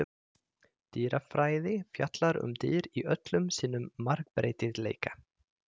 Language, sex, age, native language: Icelandic, male, 30-39, Icelandic